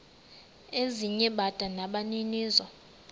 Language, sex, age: Xhosa, male, 19